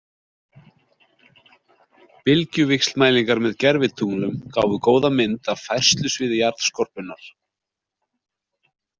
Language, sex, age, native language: Icelandic, male, 40-49, Icelandic